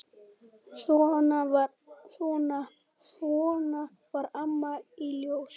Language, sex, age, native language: Icelandic, male, 7, Icelandic